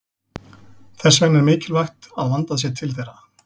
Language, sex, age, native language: Icelandic, male, 40-49, Icelandic